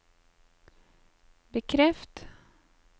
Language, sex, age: Norwegian, female, 35